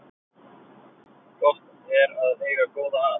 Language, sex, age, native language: Icelandic, male, 30-39, Icelandic